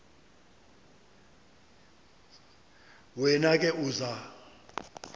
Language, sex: Xhosa, male